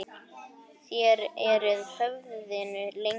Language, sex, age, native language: Icelandic, male, 8, Icelandic